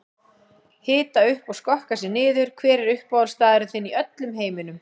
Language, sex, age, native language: Icelandic, female, 40-49, Icelandic